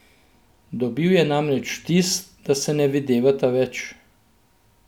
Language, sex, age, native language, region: Slovenian, male, 50-59, Slovenian, Central Slovenia